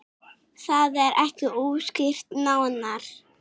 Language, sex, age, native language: Icelandic, female, 6, Icelandic